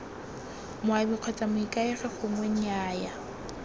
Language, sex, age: Tswana, female, 19